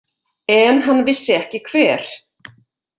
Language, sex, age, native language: Icelandic, female, 50-59, Icelandic